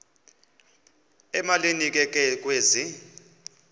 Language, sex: Xhosa, male